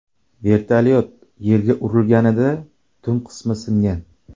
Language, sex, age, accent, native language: Uzbek, male, 25-34, Samarqand, Uzbek